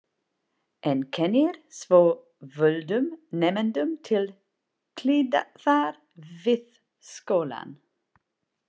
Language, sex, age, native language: Icelandic, female, 40-49, English